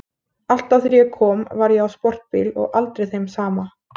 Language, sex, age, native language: Icelandic, female, 20-29, Icelandic